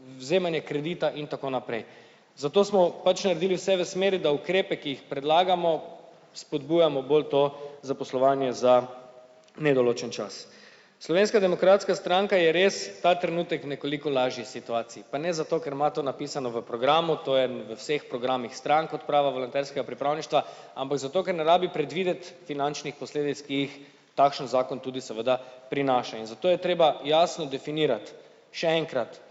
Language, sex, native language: Slovenian, male, Slovenian